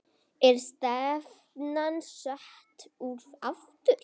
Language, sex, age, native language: Icelandic, female, 9, Icelandic